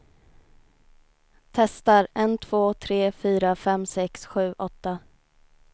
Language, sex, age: Swedish, female, 19